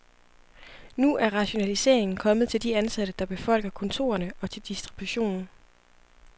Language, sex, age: Danish, female, 25